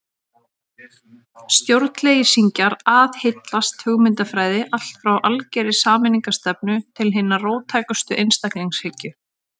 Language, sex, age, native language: Icelandic, female, 30-39, Icelandic